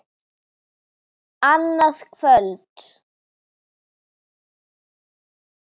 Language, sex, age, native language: Icelandic, female, 10, Icelandic